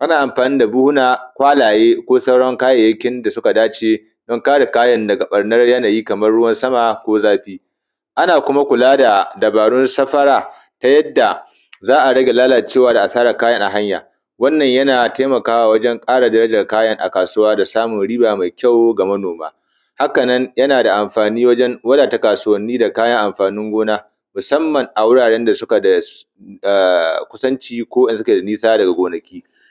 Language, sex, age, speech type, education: Hausa, male, 30-45, spontaneous, primary